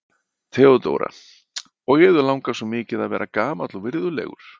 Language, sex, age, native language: Icelandic, male, 50-59, Icelandic